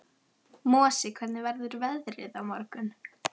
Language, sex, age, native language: Icelandic, female, 11, Icelandic